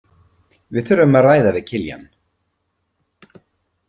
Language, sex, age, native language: Icelandic, male, 50-59, Icelandic